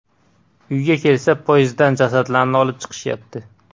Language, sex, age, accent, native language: Uzbek, male, 18-24, Andijon, Uzbek